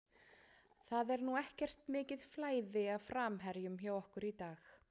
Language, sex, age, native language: Icelandic, female, 30-39, Icelandic